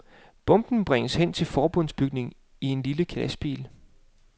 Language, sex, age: Danish, male, 35